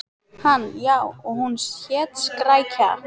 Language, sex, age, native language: Icelandic, female, 15, Icelandic